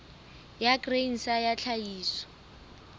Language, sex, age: Southern Sotho, female, 24